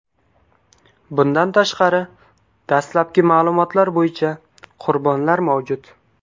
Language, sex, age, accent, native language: Uzbek, male, 19-29, Qashqadaryo, Uzbek